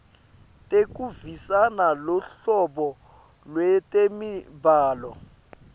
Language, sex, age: Swati, male, 22